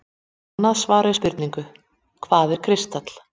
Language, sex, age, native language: Icelandic, female, 40-49, Icelandic